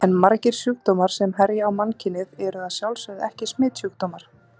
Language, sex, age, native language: Icelandic, female, 30-39, Icelandic